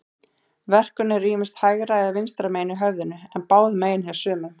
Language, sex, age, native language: Icelandic, female, 30-39, Icelandic